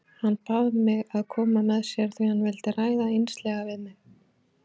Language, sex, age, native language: Icelandic, female, 40-49, Icelandic